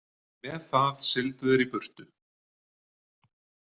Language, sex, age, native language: Icelandic, male, 40-49, Icelandic